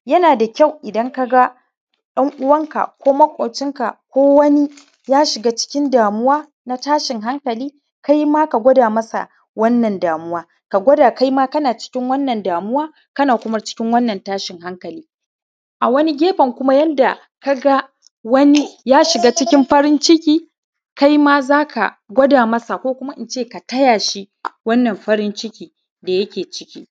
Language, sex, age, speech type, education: Hausa, male, 30-45, spontaneous, primary